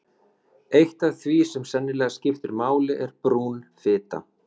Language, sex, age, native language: Icelandic, male, 30-39, Icelandic